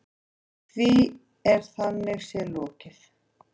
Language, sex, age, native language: Icelandic, female, 40-49, Icelandic